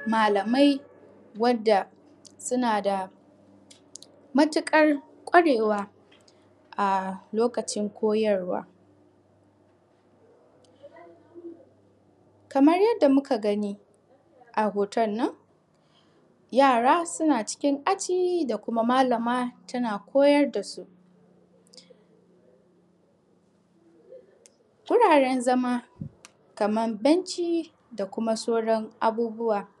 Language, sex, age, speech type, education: Hausa, female, 15-29, spontaneous, tertiary